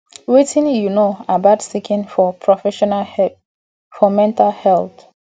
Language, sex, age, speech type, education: Nigerian Pidgin, female, 30-45, spontaneous, tertiary